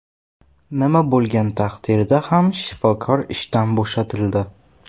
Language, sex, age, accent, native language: Uzbek, male, 12-17, Toshkent shahri, Uzbek